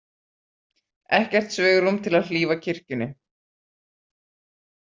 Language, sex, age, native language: Icelandic, female, 40-49, Icelandic